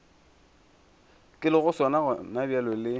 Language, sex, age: Northern Sotho, male, 24